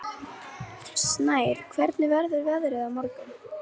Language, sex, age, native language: Icelandic, female, 11, Icelandic